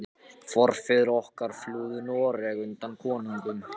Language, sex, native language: Icelandic, other, Japanese